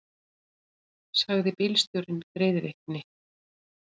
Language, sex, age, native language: Icelandic, female, 40-49, Icelandic